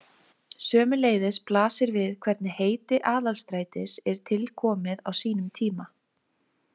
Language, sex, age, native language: Icelandic, female, 20-29, Icelandic